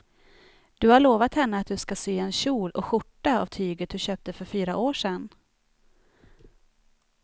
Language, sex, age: Swedish, female, 29